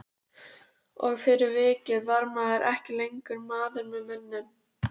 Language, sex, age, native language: Icelandic, female, 12, Icelandic